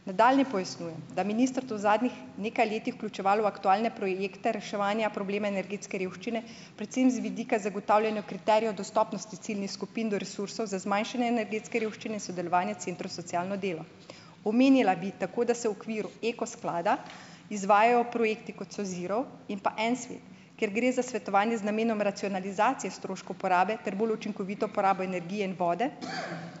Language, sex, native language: Slovenian, female, Slovenian